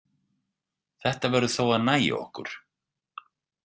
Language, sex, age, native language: Icelandic, male, 40-49, Icelandic